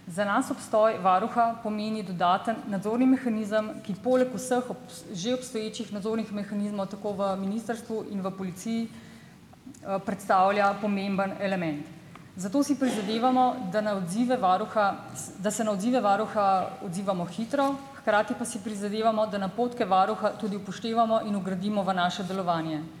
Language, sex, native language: Slovenian, female, Slovenian